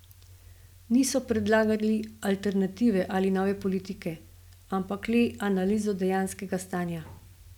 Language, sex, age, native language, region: Slovenian, female, 50-59, Slovenian, Gorenjska region